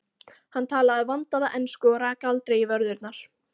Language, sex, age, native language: Icelandic, female, 14, Icelandic